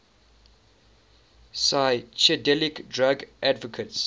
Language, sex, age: English, male, 19